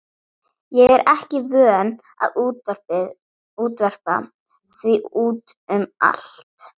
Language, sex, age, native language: Icelandic, female, 11, Icelandic